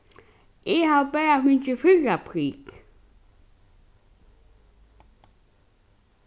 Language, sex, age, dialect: Faroese, female, 15-35, Norðurstreymoy/Eysturoy